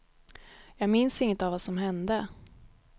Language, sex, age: Swedish, female, 31